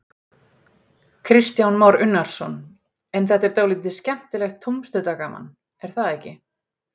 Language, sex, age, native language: Icelandic, female, 40-49, Icelandic